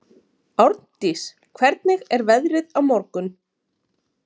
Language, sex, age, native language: Icelandic, female, 30-39, Icelandic